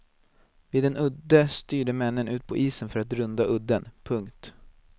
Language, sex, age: Swedish, male, 19